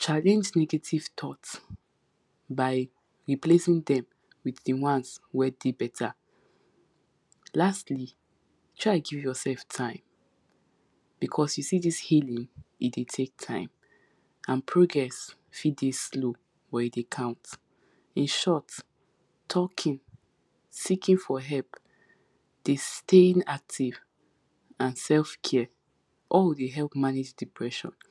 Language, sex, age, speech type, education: Nigerian Pidgin, female, 15-29, spontaneous, tertiary